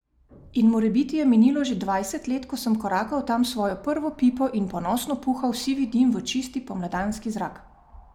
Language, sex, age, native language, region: Slovenian, female, 30-49, Slovenian, Savinja region